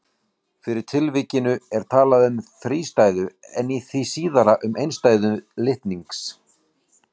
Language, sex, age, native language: Icelandic, male, 40-49, Icelandic